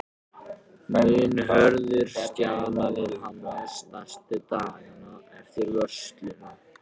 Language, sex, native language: Icelandic, other, Japanese